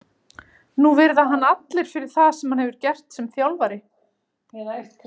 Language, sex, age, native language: Icelandic, female, 40-49, Icelandic